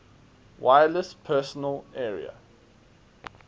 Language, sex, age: English, male, 19